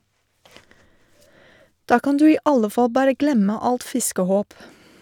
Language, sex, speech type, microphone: Norwegian, female, read, Shure